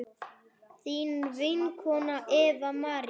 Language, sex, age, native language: Icelandic, male, 8, Icelandic